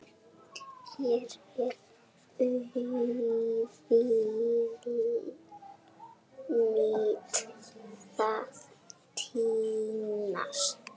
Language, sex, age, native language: Icelandic, female, 7, Icelandic